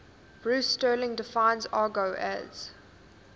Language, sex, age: English, female, 20